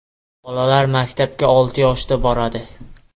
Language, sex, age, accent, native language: Uzbek, male, 12-17, Toshkent viloyati, Uzbek